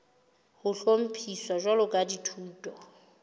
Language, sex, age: Southern Sotho, female, 29